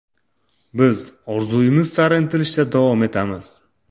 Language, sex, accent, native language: Uzbek, male, Toshkent shahri, Uzbek